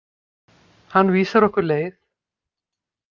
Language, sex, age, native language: Icelandic, female, 50-59, Icelandic